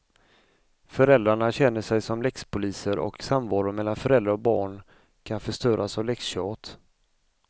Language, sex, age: Swedish, male, 35